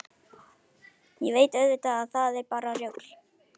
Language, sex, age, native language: Icelandic, male, 11, Icelandic